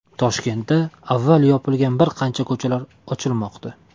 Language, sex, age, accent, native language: Uzbek, male, 18-24, Toshkent shahri, Uzbek